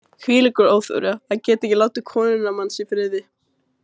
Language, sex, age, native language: Icelandic, female, 16, Icelandic